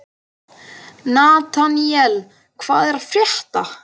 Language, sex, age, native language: Icelandic, male, 12, Icelandic